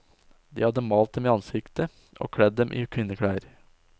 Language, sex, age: Norwegian, male, 20